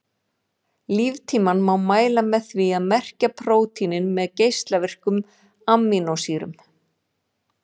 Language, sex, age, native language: Icelandic, female, 40-49, Icelandic